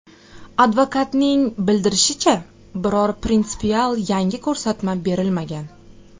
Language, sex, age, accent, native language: Uzbek, female, 30-39, Toshkent shahri, Uzbek